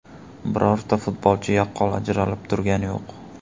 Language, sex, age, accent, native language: Uzbek, male, 18-24, Toshkent shahri, Uzbek